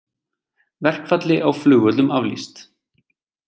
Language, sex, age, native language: Icelandic, male, 20-29, Icelandic